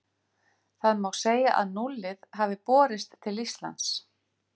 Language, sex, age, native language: Icelandic, female, 50-59, Icelandic